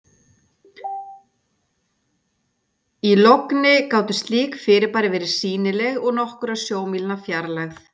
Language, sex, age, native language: Icelandic, female, 40-49, Icelandic